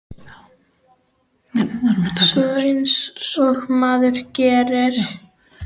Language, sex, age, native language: Icelandic, female, 10, Icelandic